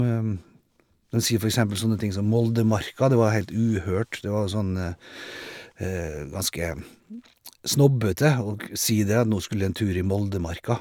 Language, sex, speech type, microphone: Norwegian, male, spontaneous, Shure